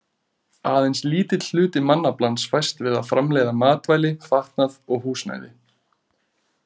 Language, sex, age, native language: Icelandic, male, 30-39, Icelandic